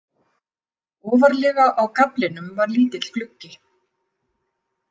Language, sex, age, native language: Icelandic, female, 50-59, Icelandic